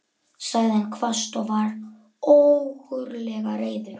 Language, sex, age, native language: Icelandic, male, 11, Icelandic